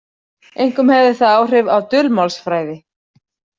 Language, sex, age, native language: Icelandic, female, 40-49, Icelandic